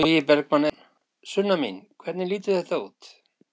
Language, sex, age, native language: Icelandic, male, 60-69, Icelandic